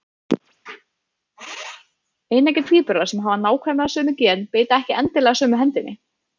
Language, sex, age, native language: Icelandic, female, 30-39, Icelandic